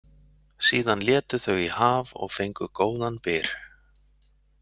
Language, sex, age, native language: Icelandic, male, 40-49, Icelandic